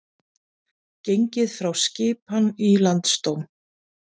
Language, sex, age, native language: Icelandic, female, 40-49, Icelandic